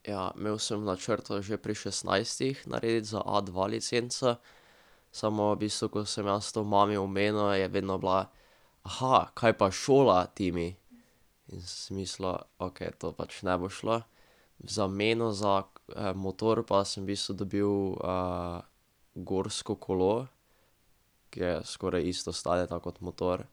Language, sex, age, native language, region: Slovenian, male, 12-17, Slovenian, Drava region